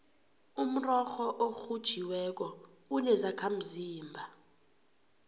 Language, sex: South Ndebele, female